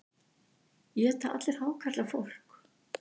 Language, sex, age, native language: Icelandic, female, 60-69, Icelandic